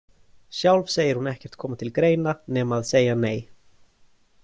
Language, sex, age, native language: Icelandic, male, 20-29, Icelandic